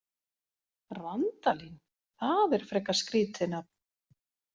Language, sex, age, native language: Icelandic, female, 40-49, Icelandic